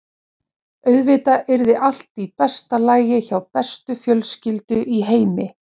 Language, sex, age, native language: Icelandic, female, 40-49, Icelandic